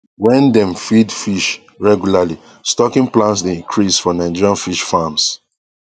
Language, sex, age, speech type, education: Nigerian Pidgin, male, 15-29, spontaneous, tertiary